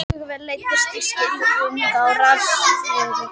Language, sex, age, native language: Icelandic, female, 18-19, Icelandic